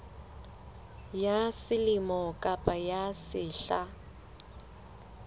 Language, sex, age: Southern Sotho, female, 20